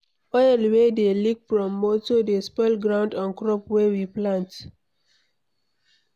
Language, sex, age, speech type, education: Nigerian Pidgin, female, 60+, read, secondary